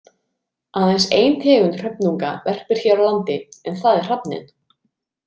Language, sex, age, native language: Icelandic, female, 30-39, Icelandic